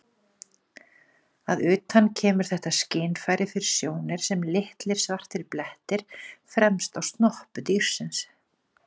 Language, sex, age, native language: Icelandic, female, 40-49, Icelandic